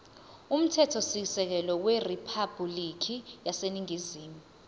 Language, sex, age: Zulu, female, 20